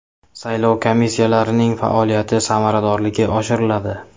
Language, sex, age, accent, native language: Uzbek, male, 25-34, Samarqand, Uzbek